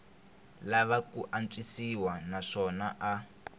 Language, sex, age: Tsonga, male, 21